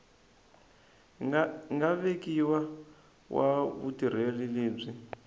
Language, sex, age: Tsonga, male, 20